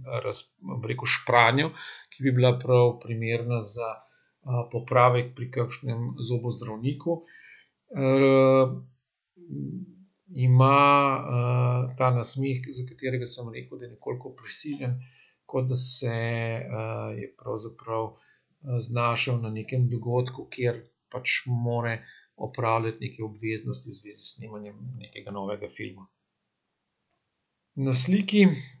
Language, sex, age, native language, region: Slovenian, male, 50-59, Slovenian, Central Slovenia